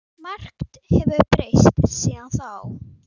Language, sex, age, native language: Icelandic, female, 9, Icelandic